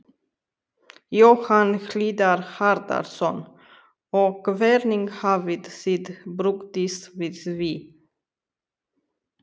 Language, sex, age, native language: Icelandic, female, 30-39, Romanian